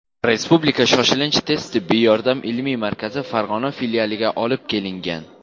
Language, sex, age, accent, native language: Uzbek, male, 18-24, Jizzax, Uzbek